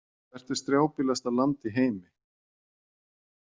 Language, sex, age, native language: Icelandic, male, 40-49, Icelandic